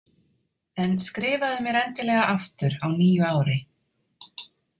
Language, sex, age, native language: Icelandic, female, 30-39, Icelandic